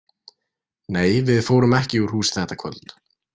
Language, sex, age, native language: Icelandic, male, 20-29, Icelandic